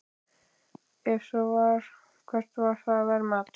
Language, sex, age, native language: Icelandic, male, 12, Icelandic